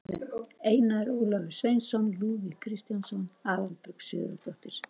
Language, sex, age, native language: Icelandic, male, 18-19, Arabic